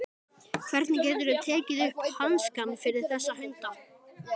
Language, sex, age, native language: Icelandic, male, 12, Icelandic